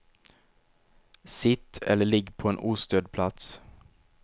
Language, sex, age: Swedish, male, 23